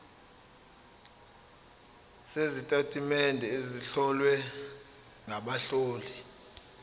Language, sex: Zulu, male